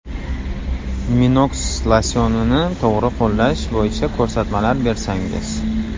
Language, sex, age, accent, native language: Uzbek, male, 25-34, Toshkent shahri, Uzbek